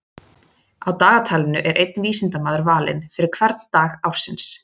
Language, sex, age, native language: Icelandic, female, 30-39, Icelandic